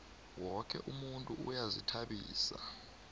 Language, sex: South Ndebele, male